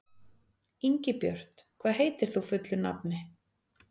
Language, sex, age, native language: Icelandic, female, 40-49, Icelandic